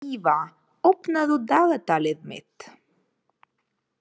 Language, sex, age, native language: Icelandic, female, 30-39, Ukrainian